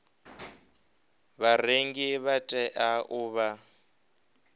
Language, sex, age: Venda, male, 23